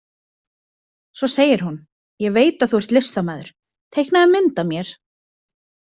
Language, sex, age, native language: Icelandic, female, 20-29, Icelandic